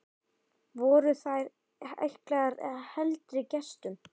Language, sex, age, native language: Icelandic, female, 10, Icelandic